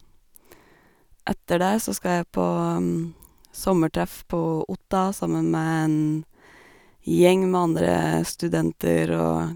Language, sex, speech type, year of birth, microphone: Norwegian, female, spontaneous, 1985, Sennheiser